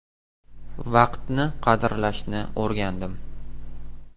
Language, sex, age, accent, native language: Uzbek, male, 18-24, Toshkent shahri, Uzbek